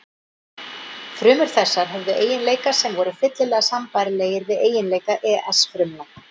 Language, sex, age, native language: Icelandic, female, 40-49, Icelandic